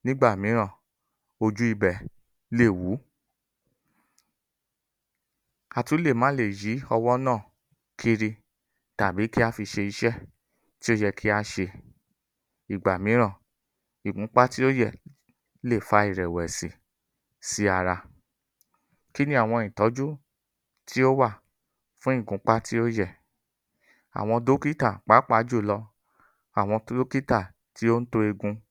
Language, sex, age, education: Yoruba, male, 30-45, tertiary